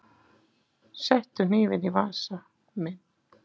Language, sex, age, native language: Icelandic, female, 7, Icelandic